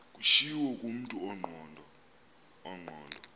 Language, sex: Xhosa, male